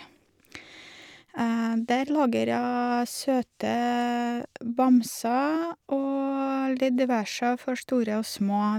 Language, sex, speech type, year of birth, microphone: Norwegian, female, spontaneous, 1983, Shure